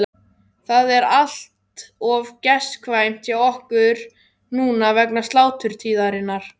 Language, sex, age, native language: Icelandic, male, 12, Icelandic